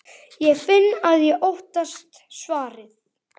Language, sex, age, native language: Icelandic, male, 11, Icelandic